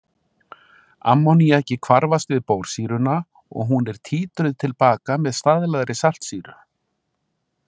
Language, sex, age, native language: Icelandic, male, 60-69, Icelandic